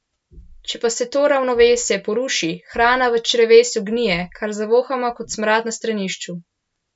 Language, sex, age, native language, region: Slovenian, male, 12-17, Slovenian, Central Slovenia